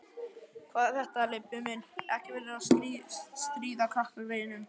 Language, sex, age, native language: Icelandic, male, 11, Icelandic